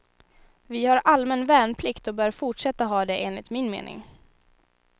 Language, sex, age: Swedish, female, 19